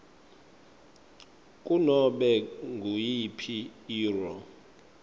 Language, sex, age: Swati, male, 25